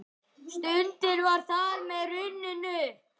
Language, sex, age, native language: Icelandic, other, 11, Icelandic